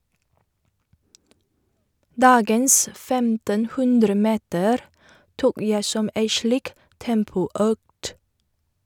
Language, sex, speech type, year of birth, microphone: Norwegian, female, read, 1978, Shure